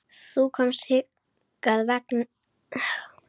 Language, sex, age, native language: Icelandic, female, 9, Icelandic